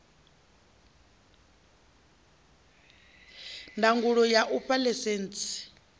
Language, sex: Venda, female